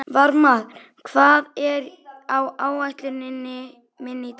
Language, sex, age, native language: Icelandic, female, 11, Icelandic